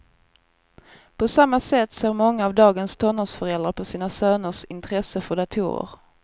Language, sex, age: Swedish, female, 24